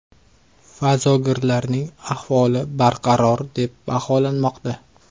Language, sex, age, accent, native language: Uzbek, male, 25-34, Qashqadaryo, Uzbek